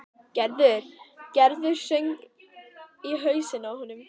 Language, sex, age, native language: Icelandic, female, 11, Icelandic